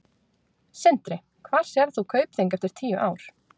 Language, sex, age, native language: Icelandic, female, 20-29, Icelandic